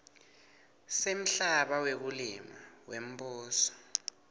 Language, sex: Swati, male